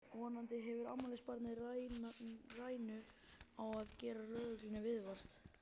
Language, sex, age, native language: Icelandic, male, 12, Icelandic